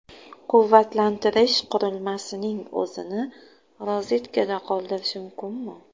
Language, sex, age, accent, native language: Uzbek, female, 35+, Toshkent shahri, Uzbek